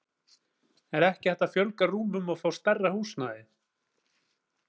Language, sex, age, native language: Icelandic, male, 40-49, Icelandic